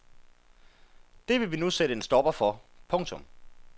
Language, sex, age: Danish, male, 33